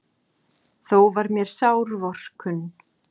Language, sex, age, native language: Icelandic, female, 40-49, Icelandic